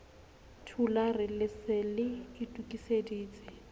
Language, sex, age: Southern Sotho, female, 35